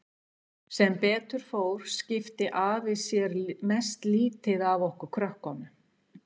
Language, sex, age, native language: Icelandic, female, 60-69, Icelandic